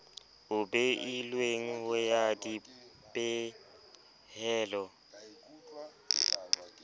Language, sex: Southern Sotho, male